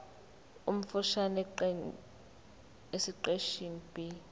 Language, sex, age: Zulu, female, 24